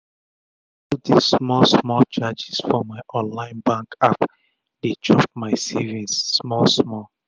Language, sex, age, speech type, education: Nigerian Pidgin, male, 30-45, spontaneous, tertiary